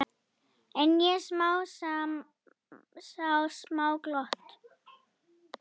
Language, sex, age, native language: Icelandic, female, 10, Icelandic